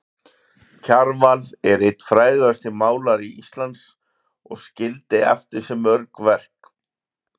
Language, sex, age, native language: Icelandic, male, 40-49, Icelandic